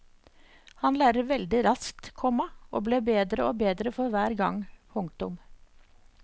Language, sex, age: Norwegian, female, 54